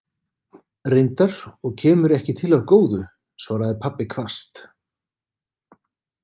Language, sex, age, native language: Icelandic, male, 50-59, Icelandic